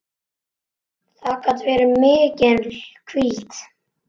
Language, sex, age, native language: Icelandic, male, 9, Icelandic